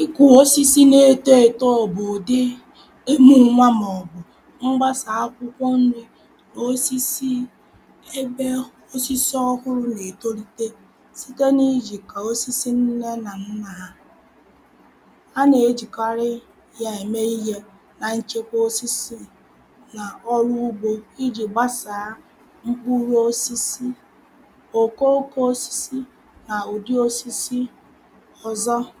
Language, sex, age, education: Igbo, female, 30-45, primary